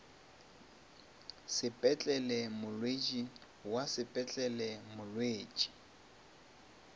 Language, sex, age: Northern Sotho, male, 23